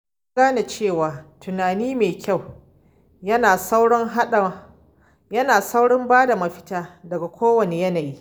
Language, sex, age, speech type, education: Hausa, female, 15-29, spontaneous, tertiary